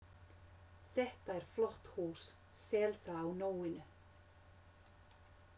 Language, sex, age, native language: Icelandic, female, 50-59, Finnish